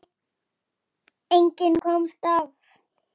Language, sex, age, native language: Icelandic, female, 8, Icelandic